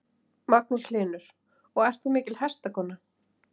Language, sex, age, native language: Icelandic, female, 30-39, Icelandic